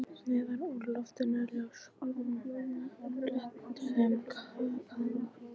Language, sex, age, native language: Icelandic, female, 14, English